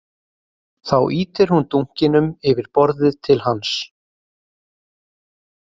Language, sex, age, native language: Icelandic, male, 30-39, Icelandic